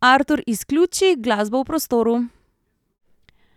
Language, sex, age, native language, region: Slovenian, female, 30-49, Slovenian, Central Slovenia